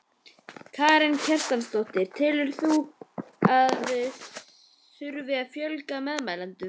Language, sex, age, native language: Icelandic, male, 11, Icelandic